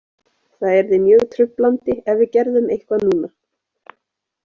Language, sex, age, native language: Icelandic, female, 20-29, Icelandic